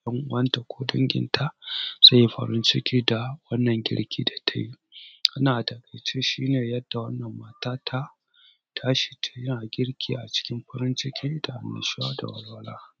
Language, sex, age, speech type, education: Hausa, male, 30-45, spontaneous, tertiary